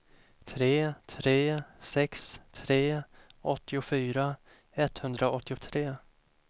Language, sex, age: Swedish, male, 25